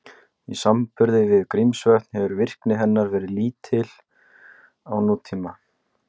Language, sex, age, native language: Icelandic, male, 20-29, Icelandic